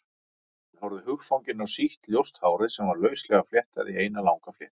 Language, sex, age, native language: Icelandic, male, 40-49, Icelandic